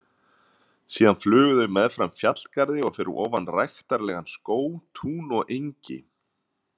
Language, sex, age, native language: Icelandic, male, 30-39, Icelandic